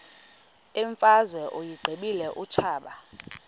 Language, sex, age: Xhosa, female, 31